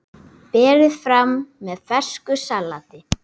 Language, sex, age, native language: Icelandic, female, 8, Icelandic